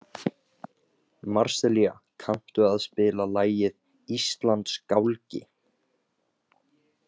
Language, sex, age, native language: Icelandic, male, 18-19, Icelandic